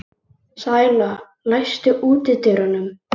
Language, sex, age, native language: Icelandic, male, 18-19, Icelandic